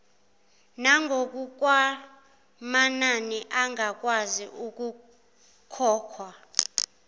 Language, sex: Zulu, female